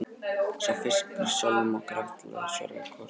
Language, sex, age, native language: Icelandic, male, 18-19, Icelandic